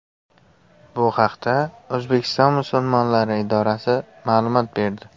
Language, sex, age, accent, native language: Uzbek, male, 18-24, Surxondaryo, Uzbek